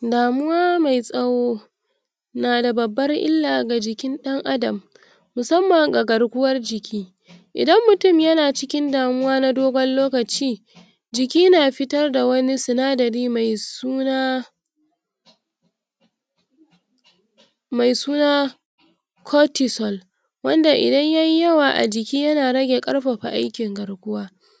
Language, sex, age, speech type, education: Hausa, female, 60+, spontaneous, tertiary